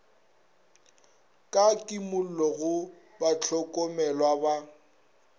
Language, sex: Northern Sotho, male